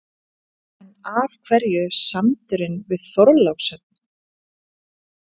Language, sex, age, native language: Icelandic, female, 30-39, Icelandic